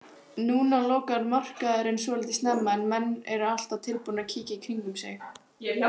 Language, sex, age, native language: Icelandic, female, 18-19, Icelandic